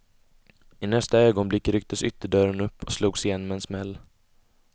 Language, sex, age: Swedish, male, 20